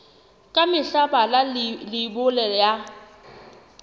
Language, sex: Southern Sotho, female